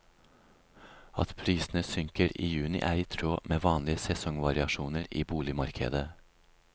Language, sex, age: Norwegian, male, 36